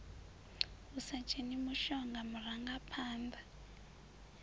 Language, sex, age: Venda, female, 20